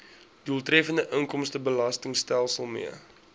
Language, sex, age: Afrikaans, male, 20